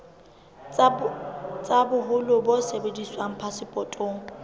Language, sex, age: Southern Sotho, female, 22